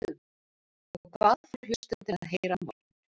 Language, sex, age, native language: Icelandic, male, 40-49, Icelandic